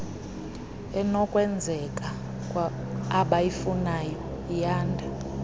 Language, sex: Xhosa, female